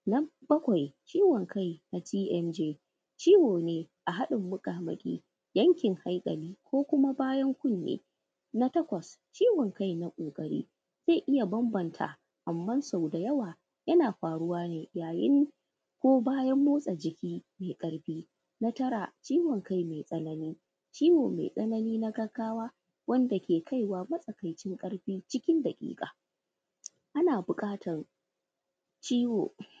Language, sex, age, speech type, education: Hausa, female, 15-29, spontaneous, tertiary